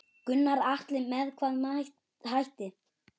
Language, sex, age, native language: Icelandic, male, 9, Icelandic